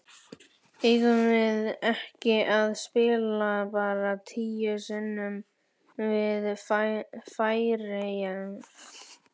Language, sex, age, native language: Icelandic, male, 11, Icelandic